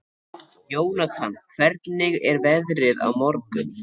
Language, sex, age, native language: Icelandic, male, 13, Icelandic